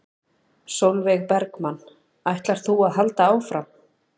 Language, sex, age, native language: Icelandic, female, 30-39, Icelandic